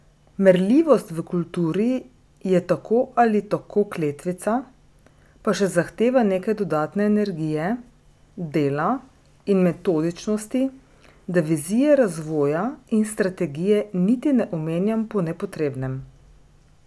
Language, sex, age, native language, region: Slovenian, female, 30-49, Slovenian, Drava region